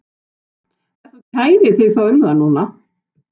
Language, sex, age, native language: Icelandic, male, 12, Icelandic